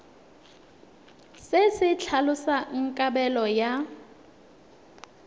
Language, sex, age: Tswana, female, 21